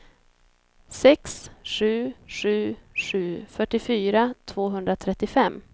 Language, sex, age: Swedish, female, 26